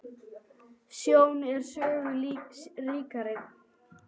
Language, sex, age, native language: Icelandic, male, 10, Icelandic